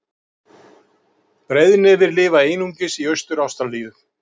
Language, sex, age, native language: Icelandic, male, 50-59, Icelandic